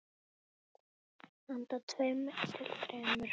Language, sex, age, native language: Icelandic, female, 8, Icelandic